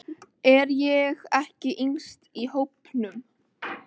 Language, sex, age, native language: Icelandic, female, 13, Icelandic